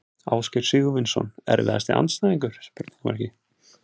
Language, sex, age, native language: Icelandic, male, 30-39, Icelandic